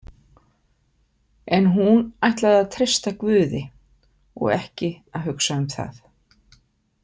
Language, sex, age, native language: Icelandic, female, 50-59, Icelandic